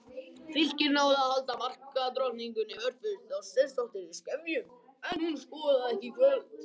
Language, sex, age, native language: Icelandic, other, 18-19, Icelandic